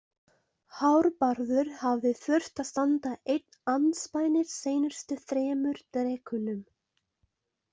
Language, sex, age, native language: Icelandic, female, 20-29, Icelandic